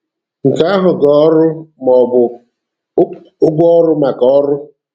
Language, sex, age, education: Igbo, male, 46-60, tertiary